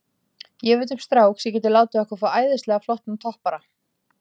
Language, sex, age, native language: Icelandic, female, 40-49, Icelandic